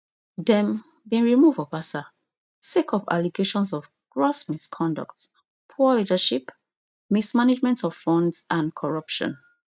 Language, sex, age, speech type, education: Nigerian Pidgin, female, 30-45, spontaneous, tertiary